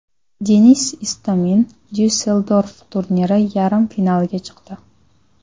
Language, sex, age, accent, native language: Uzbek, female, 19-29, Namangan, Uzbek